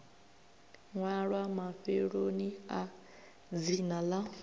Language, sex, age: Venda, female, 23